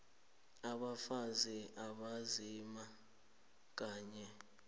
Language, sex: South Ndebele, male